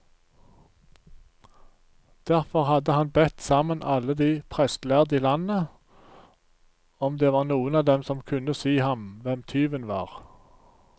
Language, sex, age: Norwegian, male, 47